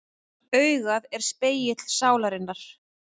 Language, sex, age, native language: Icelandic, female, 30-39, Icelandic